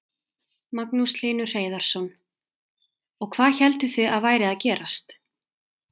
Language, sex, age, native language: Icelandic, female, 30-39, Icelandic